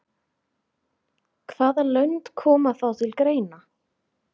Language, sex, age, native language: Icelandic, female, 16, Icelandic